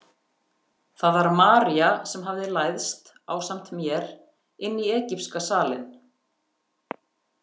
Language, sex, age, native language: Icelandic, female, 50-59, Icelandic